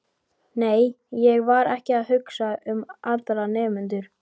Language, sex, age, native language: Icelandic, male, 12, Icelandic